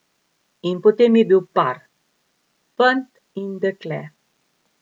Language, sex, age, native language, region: Slovenian, female, 50-59, Slovenian, Gorica region